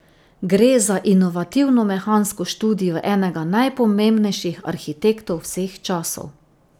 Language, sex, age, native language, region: Slovenian, female, 50-59, Slovenian, Drava region